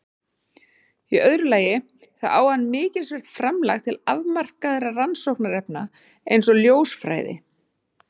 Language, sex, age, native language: Icelandic, female, 40-49, Icelandic